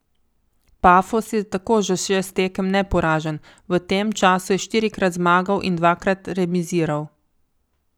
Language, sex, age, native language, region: Slovenian, female, 50-59, Slovenian, Coastal Karst region